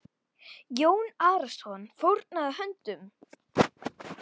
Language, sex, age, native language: Icelandic, male, 10, Icelandic